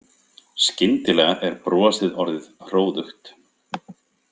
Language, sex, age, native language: Icelandic, male, 50-59, Icelandic